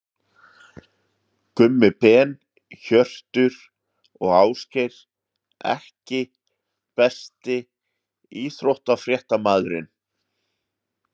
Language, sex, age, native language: Icelandic, male, 40-49, Icelandic